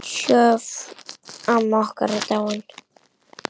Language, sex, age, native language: Icelandic, female, 10, Icelandic